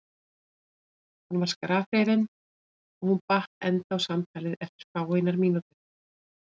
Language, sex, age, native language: Icelandic, female, 40-49, Icelandic